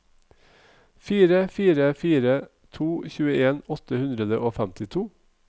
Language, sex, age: Norwegian, male, 45